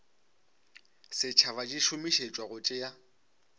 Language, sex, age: Northern Sotho, male, 25